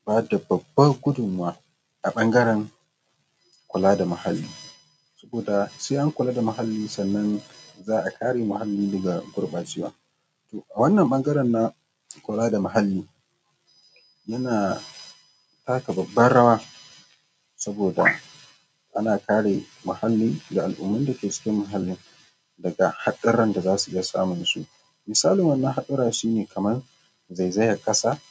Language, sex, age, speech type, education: Hausa, male, 15-29, spontaneous, tertiary